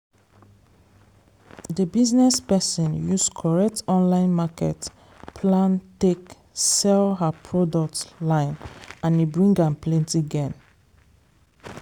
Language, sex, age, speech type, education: Nigerian Pidgin, female, 15-29, spontaneous, secondary